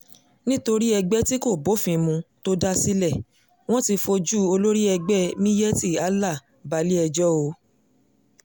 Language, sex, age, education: Yoruba, female, 15-29, secondary